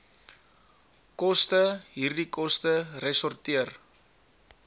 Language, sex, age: Afrikaans, male, 20